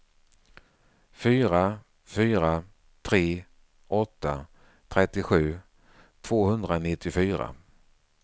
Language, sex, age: Swedish, male, 49